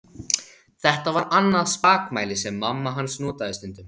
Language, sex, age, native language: Icelandic, male, 16, Icelandic